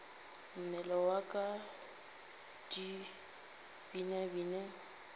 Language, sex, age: Northern Sotho, female, 27